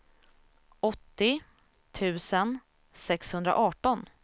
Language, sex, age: Swedish, female, 27